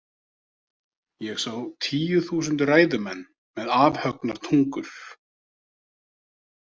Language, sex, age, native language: Icelandic, male, 30-39, Icelandic